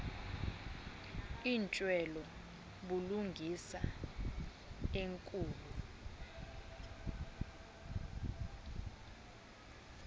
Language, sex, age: Xhosa, female, 20